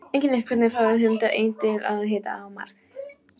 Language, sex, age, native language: Icelandic, female, 12, Icelandic